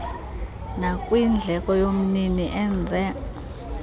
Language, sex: Xhosa, female